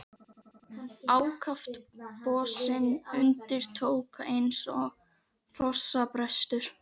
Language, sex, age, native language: Icelandic, other, 12, Icelandic